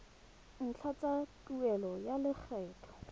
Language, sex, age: Tswana, female, 21